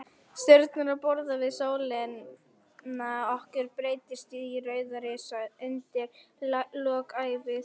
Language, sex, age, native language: Icelandic, female, 40-49, Icelandic